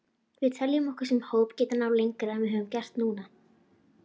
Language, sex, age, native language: Icelandic, female, 40-49, Icelandic